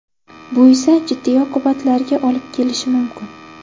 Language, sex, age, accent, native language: Uzbek, female, 12-17, Navoiy, Uzbek